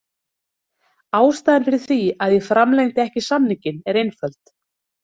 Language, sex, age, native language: Icelandic, female, 30-39, Icelandic